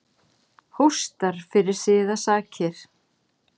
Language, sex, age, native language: Icelandic, female, 40-49, Icelandic